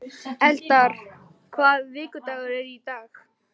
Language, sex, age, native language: Icelandic, male, 11, Icelandic